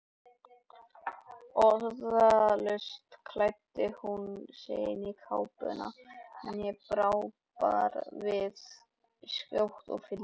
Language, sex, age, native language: Icelandic, male, 18-19, Icelandic